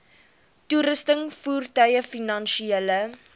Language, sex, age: Afrikaans, female, 19